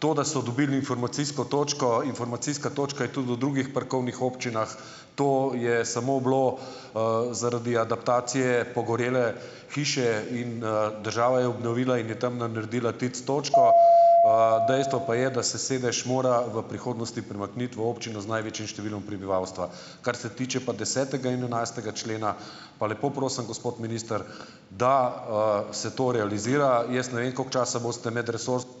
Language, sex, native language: Slovenian, male, Slovenian